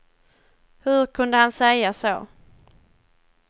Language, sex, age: Swedish, female, 21